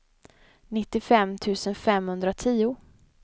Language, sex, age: Swedish, female, 25